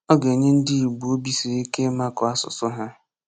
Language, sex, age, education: Igbo, male, 15-29, tertiary